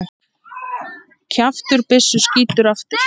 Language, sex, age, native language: Icelandic, female, 8, Icelandic